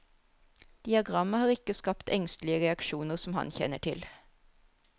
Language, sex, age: Norwegian, female, 34